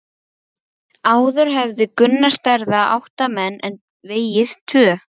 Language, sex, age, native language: Icelandic, male, 11, Icelandic